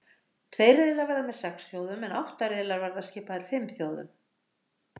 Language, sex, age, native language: Icelandic, female, 60-69, Icelandic